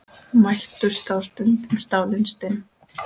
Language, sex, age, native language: Icelandic, male, 10, Icelandic